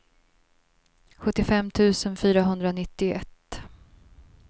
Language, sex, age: Swedish, female, 42